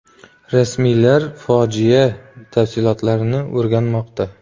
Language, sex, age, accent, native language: Uzbek, male, 25-34, Xorazm, Uzbek